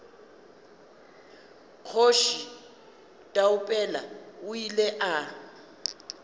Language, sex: Northern Sotho, female